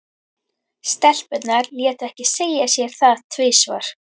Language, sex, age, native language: Icelandic, female, 11, Icelandic